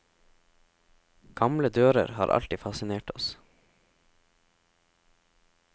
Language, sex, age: Norwegian, male, 17